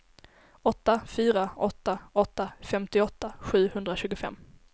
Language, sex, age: Swedish, female, 17